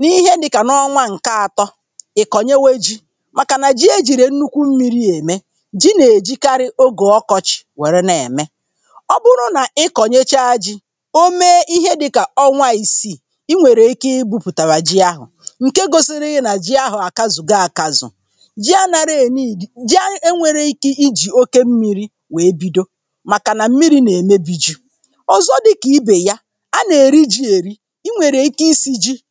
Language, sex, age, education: Igbo, female, 30-45, primary